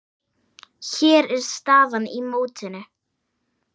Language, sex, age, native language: Icelandic, female, 9, Icelandic